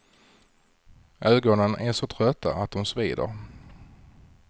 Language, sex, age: Swedish, male, 40